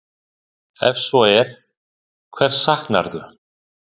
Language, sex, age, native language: Icelandic, male, 60-69, Icelandic